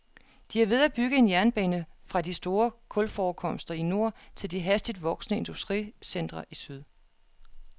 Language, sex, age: Danish, female, 36